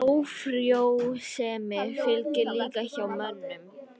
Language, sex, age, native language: Icelandic, female, 50-59, Icelandic